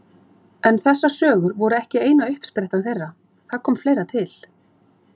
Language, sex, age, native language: Icelandic, female, 40-49, Icelandic